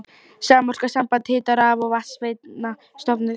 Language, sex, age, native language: Icelandic, female, 12, Icelandic